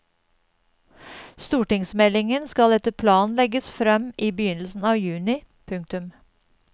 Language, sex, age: Norwegian, female, 52